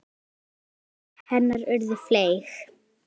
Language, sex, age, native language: Icelandic, female, 10, Icelandic